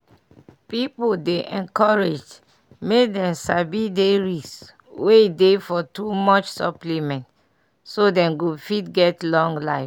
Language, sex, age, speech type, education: Nigerian Pidgin, female, 30-45, spontaneous, tertiary